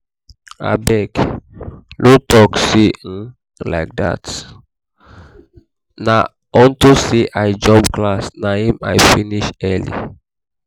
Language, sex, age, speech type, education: Nigerian Pidgin, male, 15-29, spontaneous, tertiary